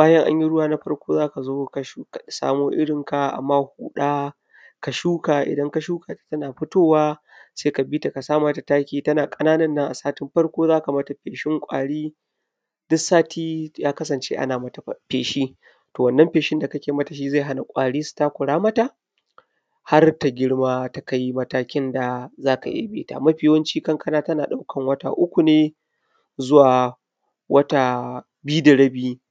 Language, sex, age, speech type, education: Hausa, male, 15-29, spontaneous, primary